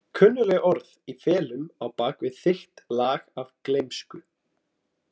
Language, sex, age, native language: Icelandic, male, 20-29, Icelandic